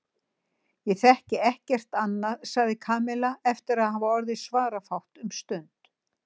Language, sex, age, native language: Icelandic, female, 60-69, Icelandic